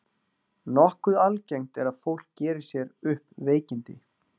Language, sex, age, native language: Icelandic, male, 40-49, Icelandic